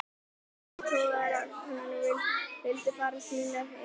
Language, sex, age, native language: Icelandic, male, 18-19, Icelandic